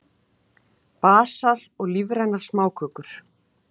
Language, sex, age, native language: Icelandic, female, 40-49, Icelandic